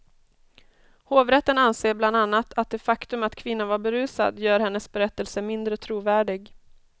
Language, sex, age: Swedish, female, 32